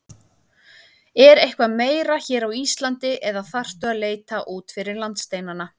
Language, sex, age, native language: Icelandic, female, 30-39, Icelandic